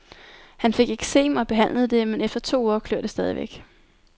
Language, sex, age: Danish, female, 19